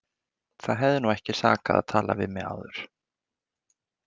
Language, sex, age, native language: Icelandic, male, 20-29, Icelandic